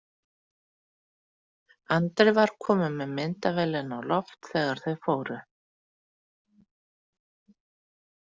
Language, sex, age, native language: Icelandic, female, 40-49, Icelandic